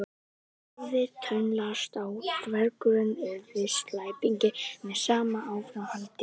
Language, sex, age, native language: Icelandic, male, 18-19, Icelandic